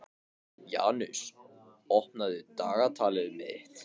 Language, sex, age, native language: Icelandic, male, 15, Icelandic